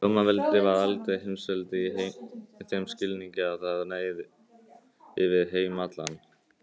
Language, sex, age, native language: Icelandic, male, 18-19, Icelandic